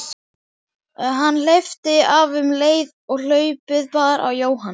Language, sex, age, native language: Icelandic, male, 11, Icelandic